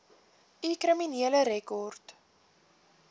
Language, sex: Afrikaans, female